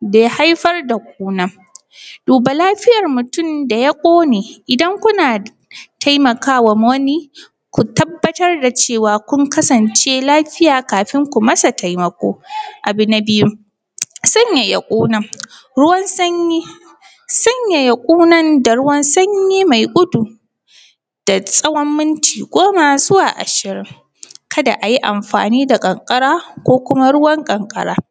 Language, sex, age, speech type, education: Hausa, female, 15-29, spontaneous, primary